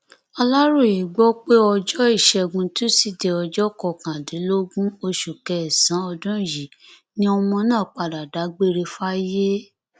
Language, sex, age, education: Yoruba, female, 15-29, tertiary